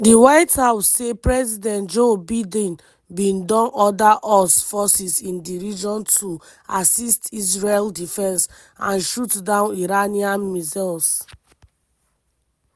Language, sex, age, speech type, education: Nigerian Pidgin, female, 15-29, spontaneous, tertiary